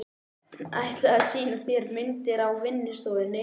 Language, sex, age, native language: Icelandic, male, 11, Icelandic